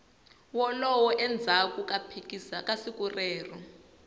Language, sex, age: Tsonga, female, 20